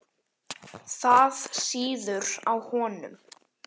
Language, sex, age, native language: Icelandic, male, 10, Icelandic